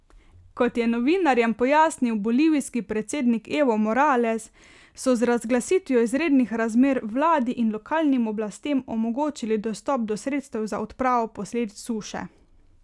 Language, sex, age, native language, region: Slovenian, female, 18-29, Slovenian, Carinthia region